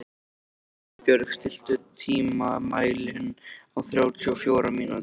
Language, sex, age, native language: Icelandic, male, 13, Icelandic